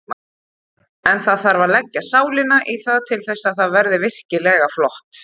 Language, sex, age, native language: Icelandic, female, 30-39, Icelandic